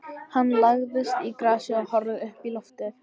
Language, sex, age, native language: Icelandic, female, 14, Icelandic